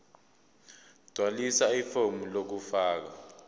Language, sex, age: Zulu, male, 22